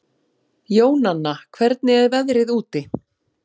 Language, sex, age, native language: Icelandic, female, 40-49, Icelandic